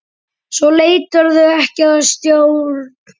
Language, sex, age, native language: Icelandic, male, 10, Icelandic